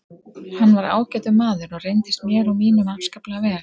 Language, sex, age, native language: Icelandic, female, 40-49, Icelandic